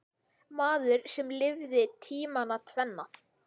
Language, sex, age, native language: Icelandic, male, 10, Icelandic